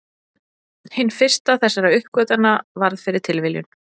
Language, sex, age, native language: Icelandic, female, 40-49, Icelandic